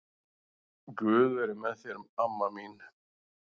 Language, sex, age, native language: Icelandic, male, 40-49, Icelandic